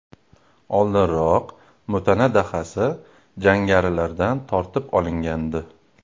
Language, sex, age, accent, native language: Uzbek, male, 25-34, Farg'ona, Uzbek